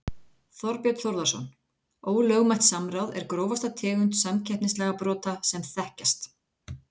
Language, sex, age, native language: Icelandic, female, 40-49, Icelandic